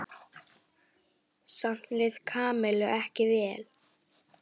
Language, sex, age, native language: Icelandic, female, 10, Icelandic